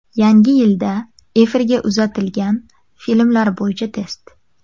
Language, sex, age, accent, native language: Uzbek, female, 18-24, Qashqadaryo, Uzbek